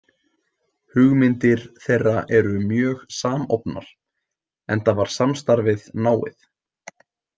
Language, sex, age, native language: Icelandic, male, 18-19, Icelandic